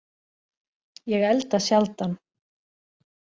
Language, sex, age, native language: Icelandic, female, 40-49, Icelandic